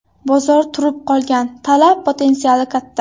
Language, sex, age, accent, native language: Uzbek, female, 18-24, Buxoro, Uzbek